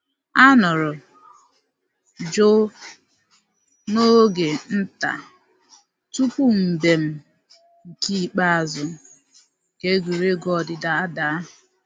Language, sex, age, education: Igbo, female, 15-29, tertiary